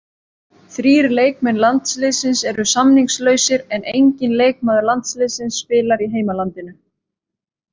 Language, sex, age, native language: Icelandic, female, 30-39, Icelandic